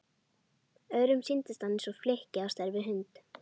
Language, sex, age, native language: Icelandic, female, 12, Icelandic